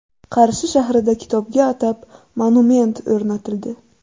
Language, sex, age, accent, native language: Uzbek, female, 18-24, Buxoro, Uzbek